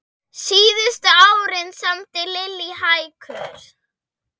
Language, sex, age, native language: Icelandic, female, 10, Icelandic